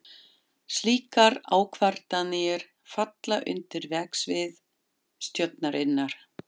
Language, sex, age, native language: Icelandic, female, 50-59, German